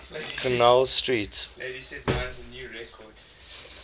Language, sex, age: English, male, 20